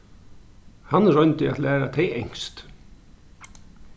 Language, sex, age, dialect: Faroese, male, 36-60, Norðurstreymoy/Eysturoy